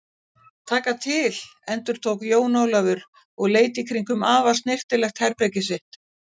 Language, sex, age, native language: Icelandic, female, 60-69, Icelandic